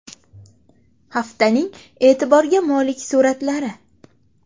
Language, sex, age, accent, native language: Uzbek, female, 25-34, Qashqadaryo, Uzbek